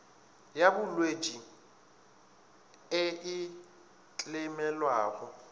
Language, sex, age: Northern Sotho, male, 24